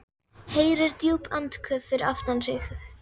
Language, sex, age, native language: Icelandic, female, 11, Icelandic